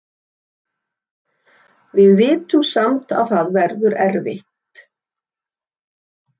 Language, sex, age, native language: Icelandic, female, 60-69, Icelandic